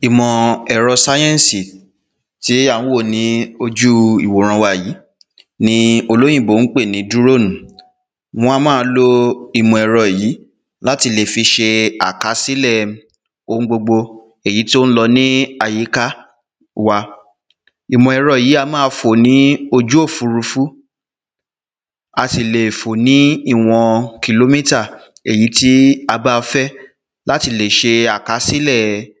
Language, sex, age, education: Yoruba, male, 15-29, tertiary